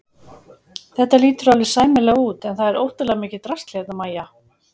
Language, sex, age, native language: Icelandic, female, 40-49, Icelandic